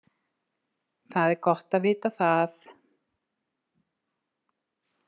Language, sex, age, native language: Icelandic, female, 60-69, Icelandic